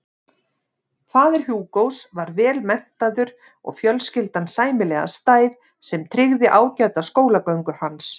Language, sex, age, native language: Icelandic, female, 50-59, Icelandic